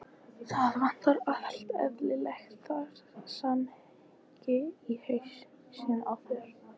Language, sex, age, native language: Icelandic, female, 14, Icelandic